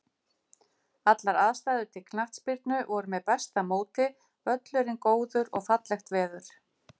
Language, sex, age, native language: Icelandic, female, 50-59, Icelandic